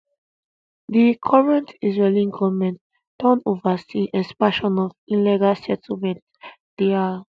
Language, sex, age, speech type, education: Nigerian Pidgin, female, 15-29, spontaneous, tertiary